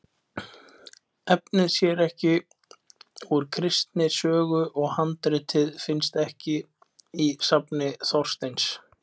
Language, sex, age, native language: Icelandic, male, 20-29, Icelandic